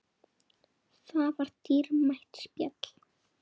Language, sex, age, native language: Icelandic, male, 8, Icelandic